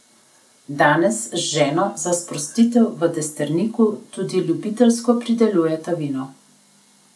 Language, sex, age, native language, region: Slovenian, female, 30-49, Slovenian, Gorenjska region